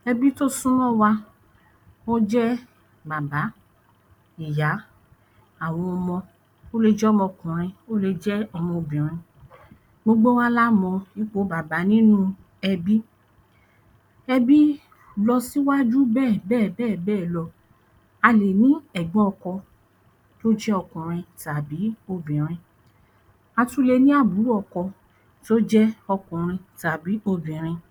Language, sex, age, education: Yoruba, female, 30-45, primary